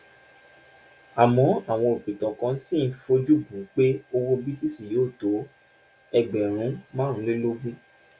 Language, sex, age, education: Yoruba, male, 15-29, tertiary